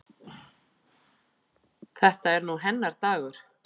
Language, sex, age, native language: Icelandic, female, 8, Icelandic